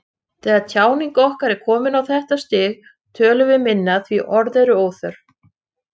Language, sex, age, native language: Icelandic, female, 30-39, Icelandic